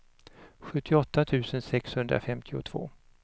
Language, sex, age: Swedish, male, 59